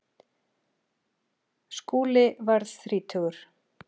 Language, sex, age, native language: Icelandic, female, 40-49, Icelandic